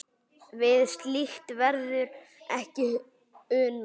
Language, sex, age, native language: Icelandic, male, 8, Icelandic